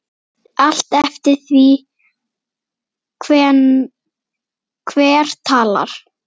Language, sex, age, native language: Icelandic, female, 8, Icelandic